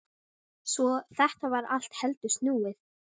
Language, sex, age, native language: Icelandic, female, 13, Icelandic